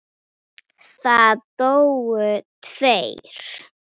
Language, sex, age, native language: Icelandic, female, 9, Icelandic